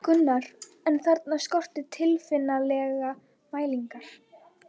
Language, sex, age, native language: Icelandic, female, 12, Icelandic